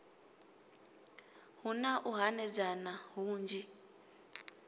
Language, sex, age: Venda, female, 25